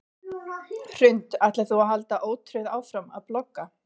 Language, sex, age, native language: Icelandic, female, 40-49, Icelandic